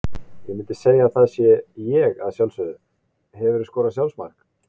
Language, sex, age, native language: Icelandic, male, 20-29, Icelandic